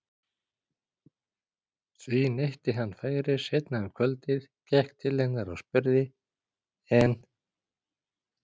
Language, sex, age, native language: Icelandic, male, 40-49, Icelandic